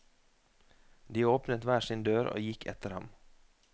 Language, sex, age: Norwegian, male, 33